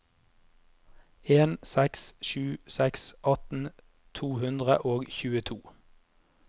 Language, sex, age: Norwegian, male, 30